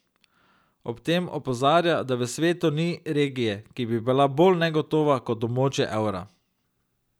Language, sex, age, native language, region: Slovenian, male, 30-49, Slovenian, Drava region